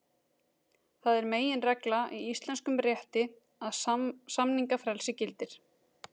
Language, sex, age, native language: Icelandic, female, 30-39, Icelandic